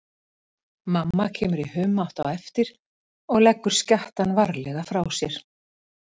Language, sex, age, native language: Icelandic, female, 50-59, Icelandic